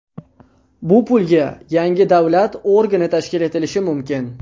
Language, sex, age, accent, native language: Uzbek, male, under 19, Andijon, Uzbek